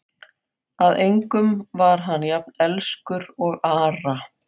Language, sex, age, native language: Icelandic, female, 40-49, Faroese